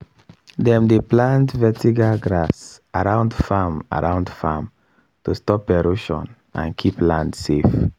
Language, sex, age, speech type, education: Nigerian Pidgin, male, 15-29, spontaneous, tertiary